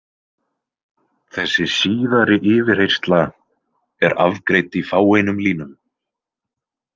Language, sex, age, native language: Icelandic, male, 20-29, Icelandic